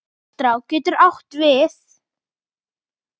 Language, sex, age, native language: Icelandic, female, 9, Icelandic